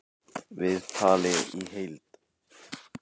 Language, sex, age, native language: Icelandic, male, 18-19, Icelandic